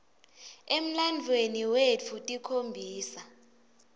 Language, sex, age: Swati, female, 20